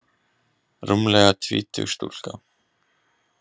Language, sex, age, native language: Icelandic, male, 20-29, Icelandic